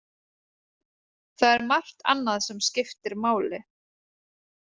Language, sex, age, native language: Icelandic, female, 30-39, Icelandic